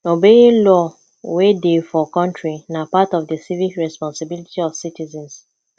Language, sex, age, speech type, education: Nigerian Pidgin, female, 15-29, spontaneous, tertiary